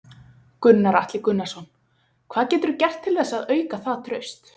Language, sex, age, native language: Icelandic, female, 20-29, Icelandic